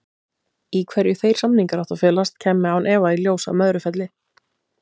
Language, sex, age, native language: Icelandic, female, 30-39, Icelandic